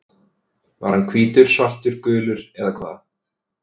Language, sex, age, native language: Icelandic, male, 30-39, Icelandic